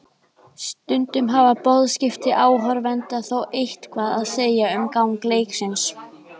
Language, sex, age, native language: Icelandic, female, 20-29, Icelandic